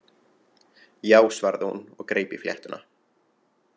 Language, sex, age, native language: Icelandic, male, 20-29, Icelandic